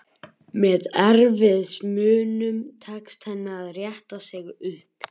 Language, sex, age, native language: Icelandic, male, 11, Icelandic